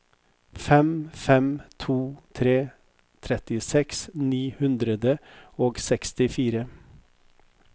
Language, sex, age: Norwegian, male, 50